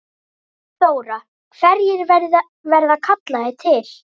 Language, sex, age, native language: Icelandic, female, 9, Icelandic